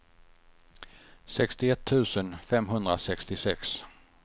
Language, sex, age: Swedish, male, 50